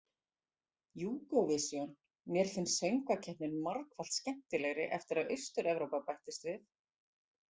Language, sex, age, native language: Icelandic, female, 40-49, Icelandic